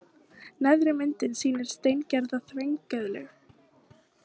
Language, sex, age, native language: Icelandic, female, 18-19, Icelandic